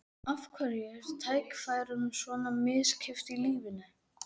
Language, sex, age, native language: Icelandic, male, 11, Icelandic